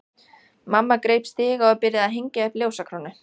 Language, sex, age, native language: Icelandic, female, 14, Icelandic